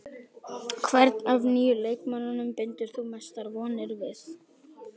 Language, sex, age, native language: Icelandic, male, 12, Icelandic